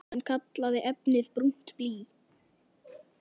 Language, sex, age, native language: Icelandic, male, 10, Icelandic